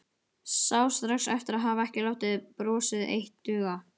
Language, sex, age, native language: Icelandic, male, 12, Icelandic